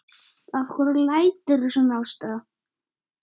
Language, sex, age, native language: Icelandic, male, 9, Icelandic